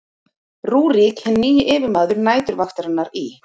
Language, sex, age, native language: Icelandic, female, 30-39, Icelandic